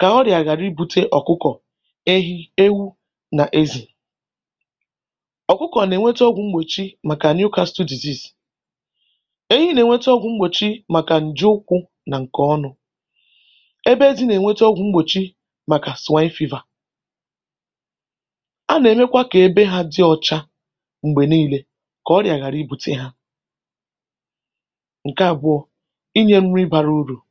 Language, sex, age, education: Igbo, female, 15-29, tertiary